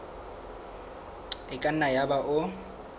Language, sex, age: Southern Sotho, male, 23